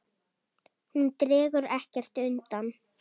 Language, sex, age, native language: Icelandic, female, 8, Icelandic